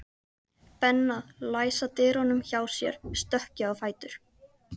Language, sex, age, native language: Icelandic, female, 13, Icelandic